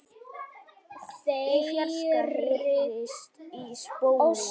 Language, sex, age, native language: Icelandic, female, 9, Icelandic